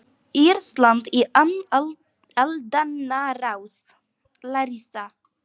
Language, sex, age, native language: Icelandic, female, 18-19, Icelandic